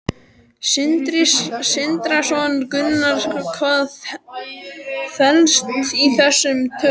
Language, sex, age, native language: Icelandic, male, 12, Icelandic